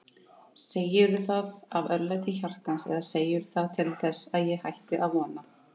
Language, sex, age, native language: Icelandic, female, 30-39, Icelandic